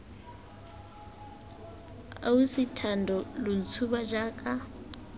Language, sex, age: Tswana, female, 18